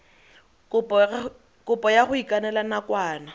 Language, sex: Tswana, female